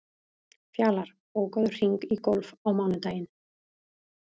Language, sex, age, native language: Icelandic, female, 40-49, Icelandic